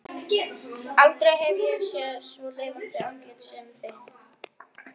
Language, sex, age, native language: Icelandic, male, 11, Icelandic